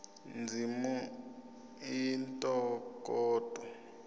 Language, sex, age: Tsonga, male, 26